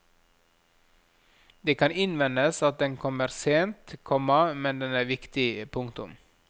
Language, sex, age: Norwegian, male, 37